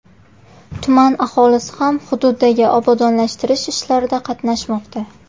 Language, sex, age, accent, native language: Uzbek, female, 18-24, Qashqadaryo, Uzbek